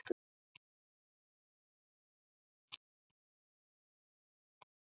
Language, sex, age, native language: Icelandic, male, 12, Icelandic